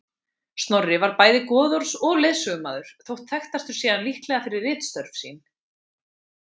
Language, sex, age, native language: Icelandic, female, 20-29, Icelandic